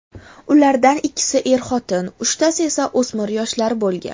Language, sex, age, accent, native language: Uzbek, female, 19-29, Farg'ona, Uzbek